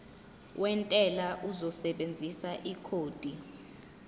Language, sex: Zulu, female